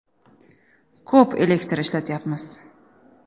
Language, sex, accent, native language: Uzbek, female, Samarqand, Uzbek